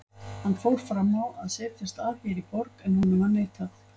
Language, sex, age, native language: Icelandic, female, 50-59, Icelandic